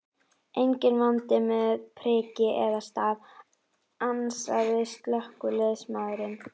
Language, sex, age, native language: Icelandic, female, 11, Icelandic